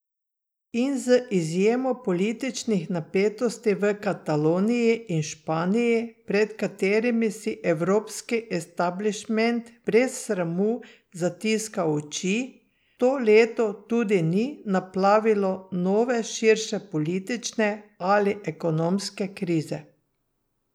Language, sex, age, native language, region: Slovenian, female, 60+, Slovenian, Drava region